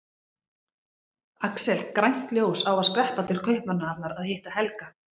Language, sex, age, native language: Icelandic, female, 40-49, Icelandic